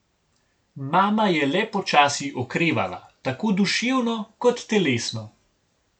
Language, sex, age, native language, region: Slovenian, male, 18-29, Slovenian, Gorenjska region